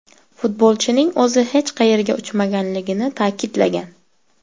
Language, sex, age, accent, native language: Uzbek, female, 18-24, Sirdaryo, Uzbek